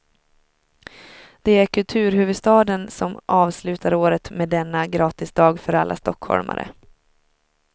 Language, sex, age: Swedish, female, 23